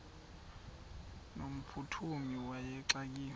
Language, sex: Xhosa, male